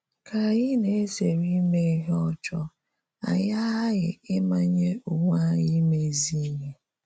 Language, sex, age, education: Igbo, female, 30-45, tertiary